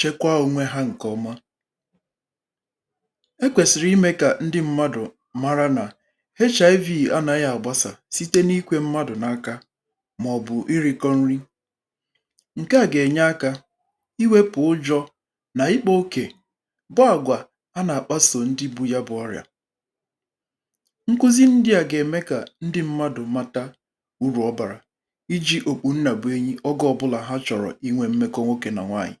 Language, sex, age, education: Igbo, male, 30-45, tertiary